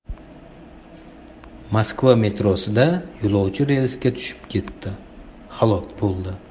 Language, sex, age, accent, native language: Uzbek, male, 25-34, Toshkent shahri, Uzbek